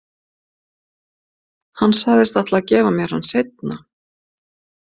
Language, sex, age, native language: Icelandic, female, 50-59, Icelandic